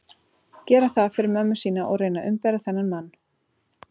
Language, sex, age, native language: Icelandic, female, 30-39, Icelandic